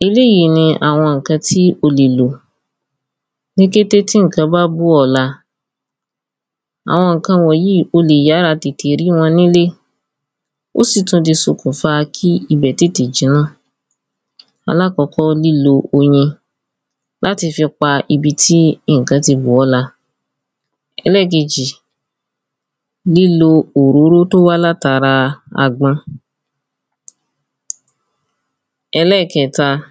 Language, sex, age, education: Yoruba, female, 15-29, tertiary